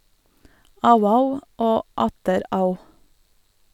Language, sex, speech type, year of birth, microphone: Norwegian, female, read, 1986, Sennheiser